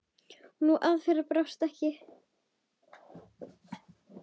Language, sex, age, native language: Icelandic, female, 10, Icelandic